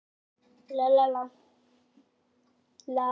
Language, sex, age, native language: Icelandic, female, 18-19, Icelandic